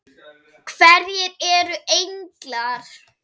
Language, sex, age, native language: Icelandic, female, 8, Icelandic